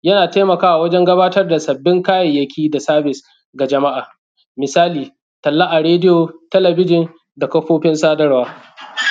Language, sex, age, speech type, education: Hausa, male, 15-29, spontaneous, primary